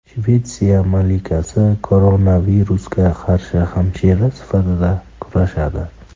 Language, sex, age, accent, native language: Uzbek, male, 25-34, Qashqadaryo, Uzbek